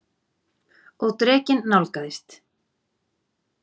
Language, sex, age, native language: Icelandic, female, 40-49, Icelandic